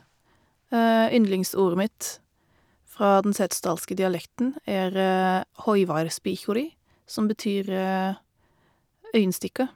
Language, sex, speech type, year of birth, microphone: Norwegian, female, spontaneous, 1988, Shure